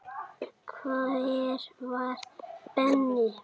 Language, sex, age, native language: Icelandic, male, 8, Icelandic